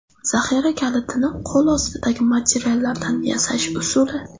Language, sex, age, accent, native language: Uzbek, female, 19-29, Navoiy, Uzbek